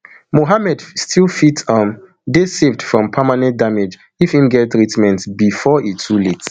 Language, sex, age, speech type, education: Nigerian Pidgin, male, 30-45, spontaneous, tertiary